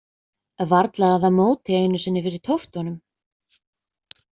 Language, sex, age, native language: Icelandic, female, 20-29, Icelandic